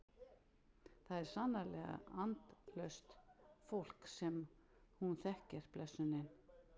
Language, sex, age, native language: Icelandic, female, 60-69, Icelandic